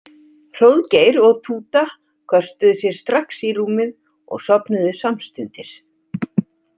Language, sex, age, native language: Icelandic, female, 60-69, Icelandic